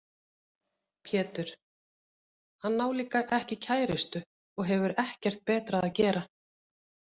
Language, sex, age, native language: Icelandic, female, 50-59, Icelandic